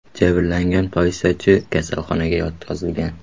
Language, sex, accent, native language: Uzbek, male, Qoraqalpog'iston, Uzbek